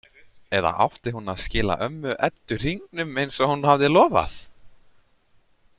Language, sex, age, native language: Icelandic, male, 30-39, Icelandic